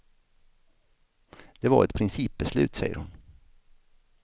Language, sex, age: Swedish, male, 49